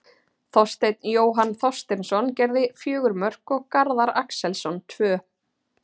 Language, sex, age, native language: Icelandic, female, 30-39, Icelandic